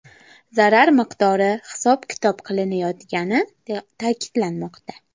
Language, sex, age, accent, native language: Uzbek, female, 19-29, Toshkent viloyati, Uzbek